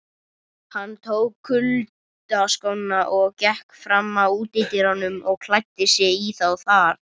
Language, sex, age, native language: Icelandic, male, 30-39, Icelandic